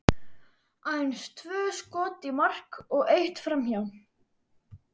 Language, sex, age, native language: Icelandic, male, 12, Icelandic